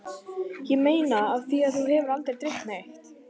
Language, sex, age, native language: Icelandic, female, 11, Icelandic